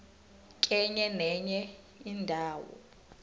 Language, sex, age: South Ndebele, female, 25